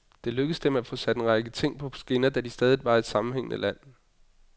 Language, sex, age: Danish, male, 25